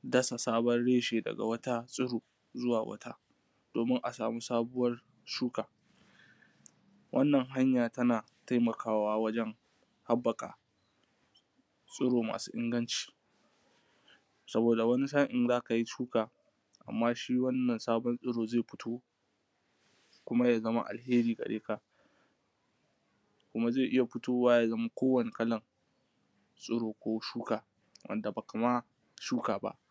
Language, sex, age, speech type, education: Hausa, male, 15-29, spontaneous, tertiary